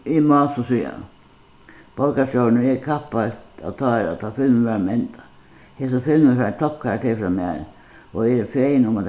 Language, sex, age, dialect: Faroese, female, 61+, Suðuroy